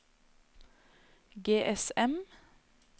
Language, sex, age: Norwegian, female, 26